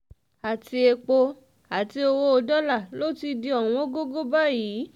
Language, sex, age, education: Yoruba, female, 15-29, tertiary